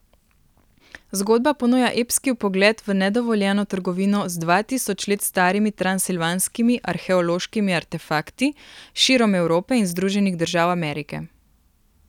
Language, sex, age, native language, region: Slovenian, female, 18-29, Slovenian, Primorsko-notranjska region